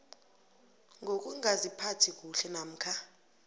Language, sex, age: South Ndebele, female, 22